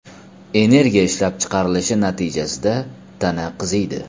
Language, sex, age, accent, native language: Uzbek, male, 35+, Toshkent shahri, Uzbek